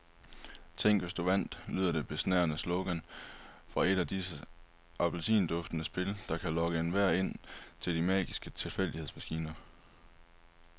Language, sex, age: Danish, male, 23